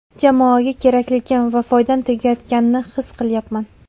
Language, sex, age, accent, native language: Uzbek, female, 18-24, Toshkent viloyati, Uzbek